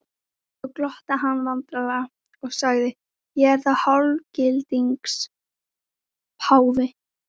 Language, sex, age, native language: Icelandic, female, 13, Icelandic